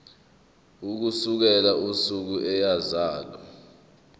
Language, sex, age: Zulu, male, 23